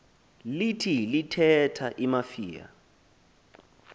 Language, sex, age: Xhosa, male, 20